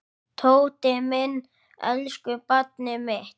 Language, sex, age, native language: Icelandic, male, 9, Icelandic